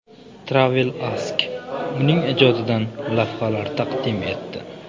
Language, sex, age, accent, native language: Uzbek, male, 18-24, Samarqand, Uzbek